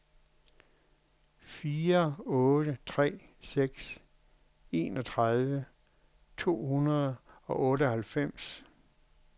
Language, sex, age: Danish, male, 61